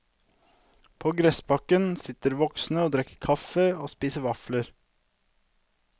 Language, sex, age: Norwegian, male, 32